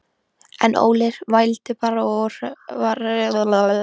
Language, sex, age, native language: Icelandic, female, 13, Icelandic